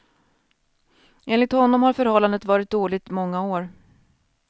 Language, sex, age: Swedish, female, 41